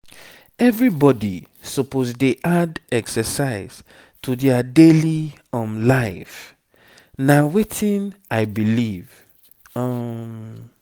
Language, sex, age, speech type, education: Nigerian Pidgin, male, 30-45, spontaneous, tertiary